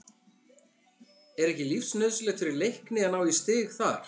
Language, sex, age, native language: Icelandic, male, 50-59, Icelandic